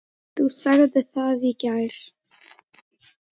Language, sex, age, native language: Icelandic, male, 8, Icelandic